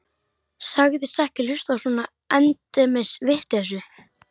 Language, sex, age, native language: Icelandic, male, 12, Icelandic